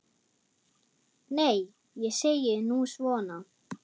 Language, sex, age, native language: Icelandic, female, 9, German